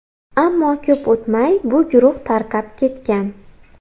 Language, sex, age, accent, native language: Uzbek, female, 18-24, Xorazm, Uzbek